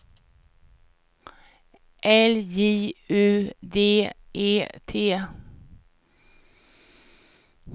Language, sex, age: Swedish, female, 49